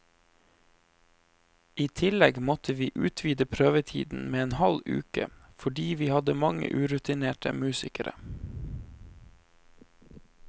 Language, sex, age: Norwegian, male, 23